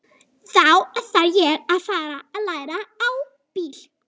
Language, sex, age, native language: Icelandic, female, 12, Icelandic